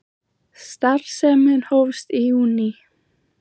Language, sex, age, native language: Icelandic, female, 20-29, Icelandic